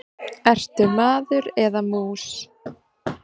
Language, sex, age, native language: Icelandic, female, 20-29, Icelandic